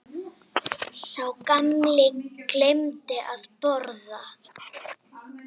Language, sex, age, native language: Icelandic, female, 7, Icelandic